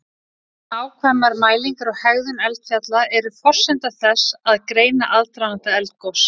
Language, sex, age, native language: Icelandic, female, 30-39, Icelandic